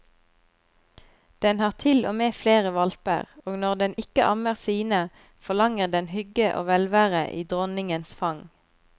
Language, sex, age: Norwegian, female, 25